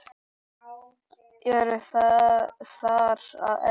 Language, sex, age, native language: Icelandic, male, 18-19, Icelandic